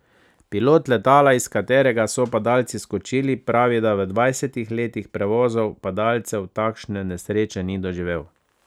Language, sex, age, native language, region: Slovenian, male, 30-49, Slovenian, Savinja region